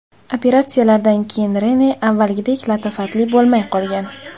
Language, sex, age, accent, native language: Uzbek, female, 18-24, Jizzax, Uzbek